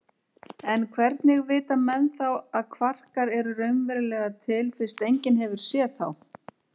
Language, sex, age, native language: Icelandic, female, 50-59, Icelandic